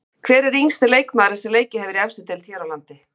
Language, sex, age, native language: Icelandic, female, 50-59, Icelandic